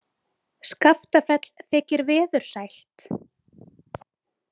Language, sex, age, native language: Icelandic, female, 20-29, Icelandic